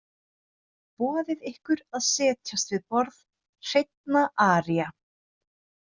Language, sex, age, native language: Icelandic, female, 30-39, Icelandic